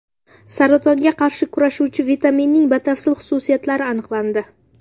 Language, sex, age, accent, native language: Uzbek, female, under 19, Samarqand, Uzbek